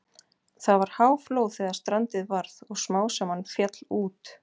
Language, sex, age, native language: Icelandic, female, 40-49, Icelandic